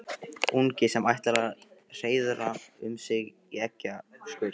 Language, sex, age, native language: Icelandic, male, 15, Icelandic